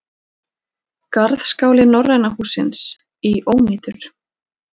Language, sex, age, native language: Icelandic, female, 40-49, Icelandic